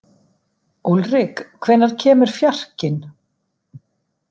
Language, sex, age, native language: Icelandic, female, 50-59, Icelandic